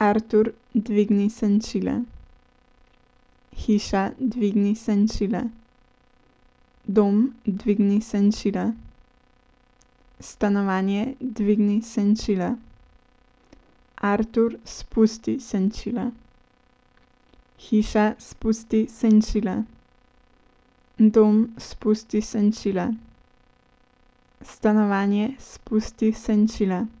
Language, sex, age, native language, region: Slovenian, female, 18-29, Slovenian, Central Slovenia